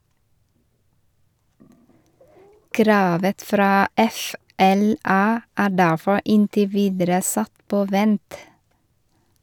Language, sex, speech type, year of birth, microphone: Norwegian, female, read, 1973, Shure